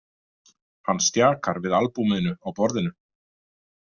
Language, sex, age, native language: Icelandic, male, 50-59, Icelandic